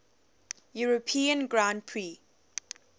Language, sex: English, female